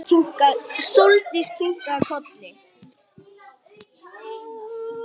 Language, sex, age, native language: Icelandic, male, 8, Icelandic